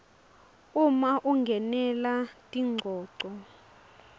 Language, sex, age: Swati, female, 22